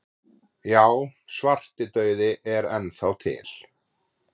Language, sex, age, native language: Icelandic, male, 40-49, Icelandic